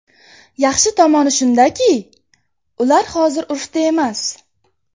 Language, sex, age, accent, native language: Uzbek, female, 12-17, Jizzax, Uzbek